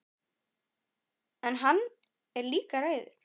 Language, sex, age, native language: Icelandic, male, 9, Icelandic